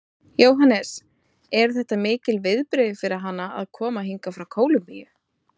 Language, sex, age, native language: Icelandic, female, 30-39, Icelandic